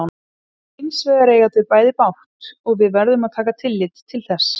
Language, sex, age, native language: Icelandic, female, 30-39, Icelandic